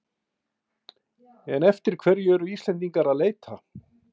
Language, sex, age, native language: Icelandic, male, 50-59, Icelandic